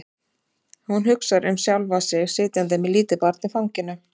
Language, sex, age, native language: Icelandic, female, 30-39, Icelandic